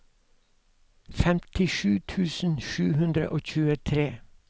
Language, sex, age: Norwegian, male, 52